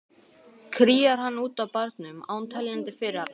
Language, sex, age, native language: Icelandic, male, 12, Icelandic